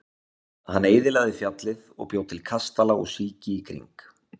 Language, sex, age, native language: Icelandic, male, 20-29, Icelandic